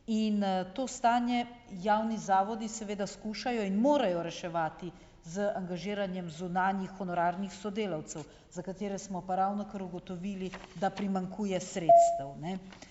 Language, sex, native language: Slovenian, female, Slovenian